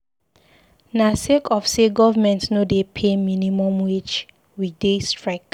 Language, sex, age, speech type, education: Nigerian Pidgin, female, 15-29, read, secondary